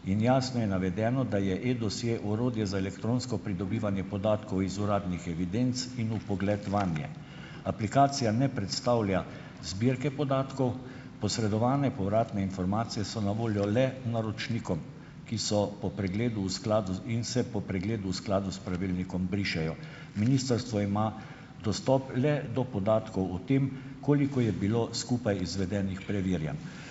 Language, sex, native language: Slovenian, male, Slovenian